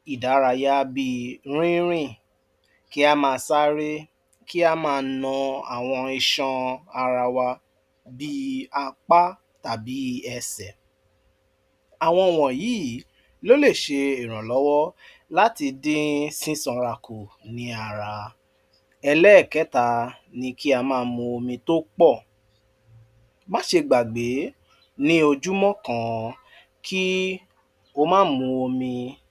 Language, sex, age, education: Yoruba, male, 46-60, tertiary